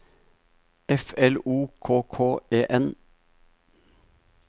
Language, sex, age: Norwegian, male, 50